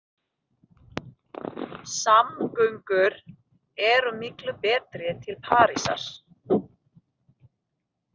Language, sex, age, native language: Icelandic, female, 30-39, Filipino